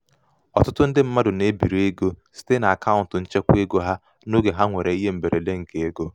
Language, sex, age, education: Igbo, male, 15-29, tertiary